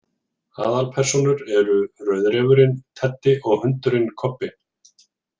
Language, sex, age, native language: Icelandic, male, 40-49, Icelandic